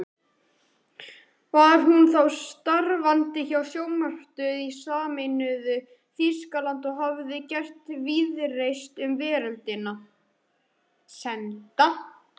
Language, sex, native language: Icelandic, male, Icelandic